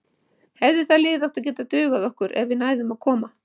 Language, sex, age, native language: Icelandic, female, 50-59, Icelandic